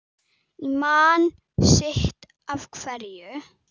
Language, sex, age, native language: Icelandic, female, 9, Icelandic